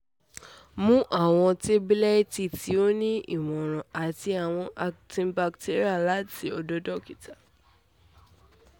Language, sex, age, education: Yoruba, female, 15-29, tertiary